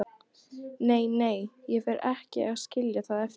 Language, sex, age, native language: Icelandic, female, 12, Icelandic